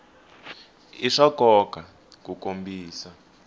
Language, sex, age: Tsonga, male, 18